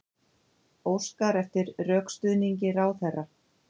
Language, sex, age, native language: Icelandic, female, 50-59, Icelandic